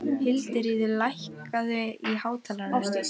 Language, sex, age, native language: Icelandic, female, 18-19, Icelandic